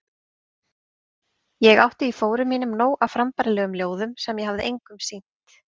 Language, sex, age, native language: Icelandic, female, 30-39, Icelandic